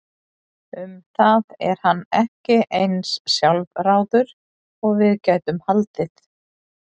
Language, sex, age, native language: Icelandic, female, 40-49, Icelandic